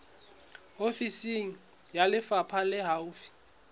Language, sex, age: Southern Sotho, male, 21